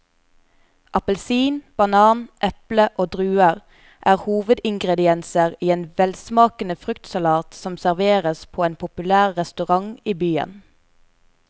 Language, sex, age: Norwegian, female, 24